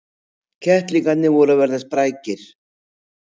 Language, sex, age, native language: Icelandic, female, 60-69, Icelandic